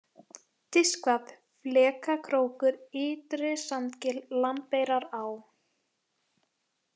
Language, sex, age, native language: Icelandic, female, 18-19, Icelandic